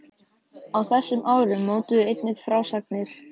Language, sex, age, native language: Icelandic, male, 13, Icelandic